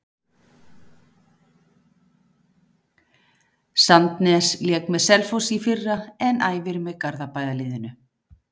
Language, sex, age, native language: Icelandic, female, 50-59, Icelandic